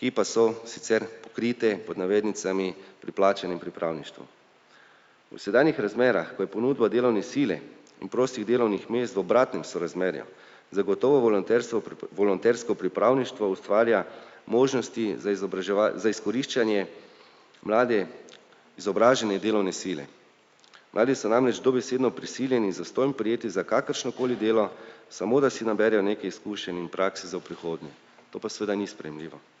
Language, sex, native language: Slovenian, male, Slovenian